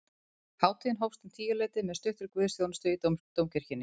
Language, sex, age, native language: Icelandic, female, 30-39, Icelandic